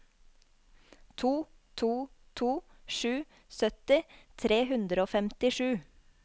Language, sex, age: Norwegian, female, 24